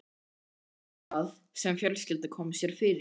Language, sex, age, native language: Icelandic, male, 13, Icelandic